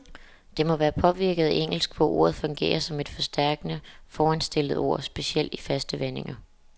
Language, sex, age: Danish, female, 27